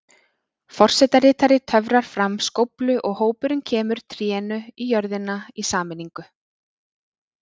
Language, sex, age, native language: Icelandic, female, 30-39, Icelandic